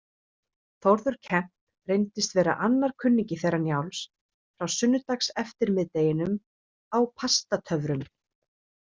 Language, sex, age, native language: Icelandic, female, 30-39, Icelandic